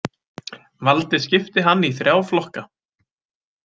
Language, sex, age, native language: Icelandic, male, 20-29, Icelandic